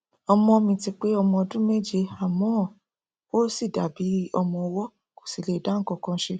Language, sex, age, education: Yoruba, female, 30-45, tertiary